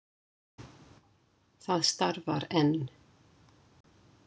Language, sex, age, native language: Icelandic, female, 60-69, Icelandic